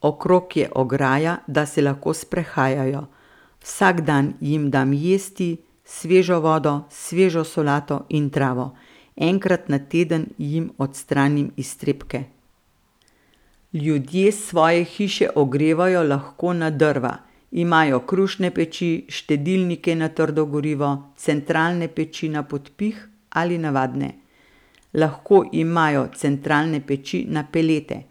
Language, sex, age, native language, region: Slovenian, female, 50-59, Slovenian, Central Slovenia